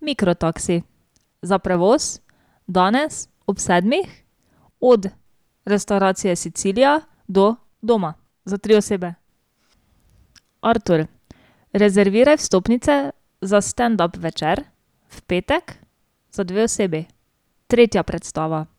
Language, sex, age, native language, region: Slovenian, female, 18-29, Slovenian, Drava region